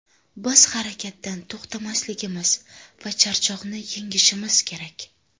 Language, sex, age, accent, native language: Uzbek, female, 25-34, Sirdaryo, Uzbek